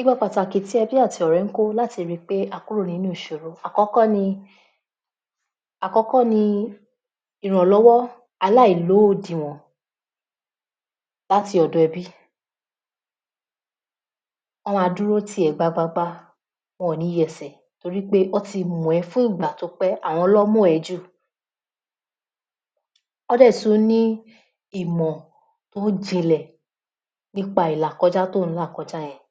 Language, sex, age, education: Yoruba, female, 46-60, tertiary